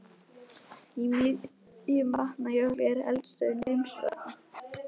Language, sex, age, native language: Icelandic, male, 12, Icelandic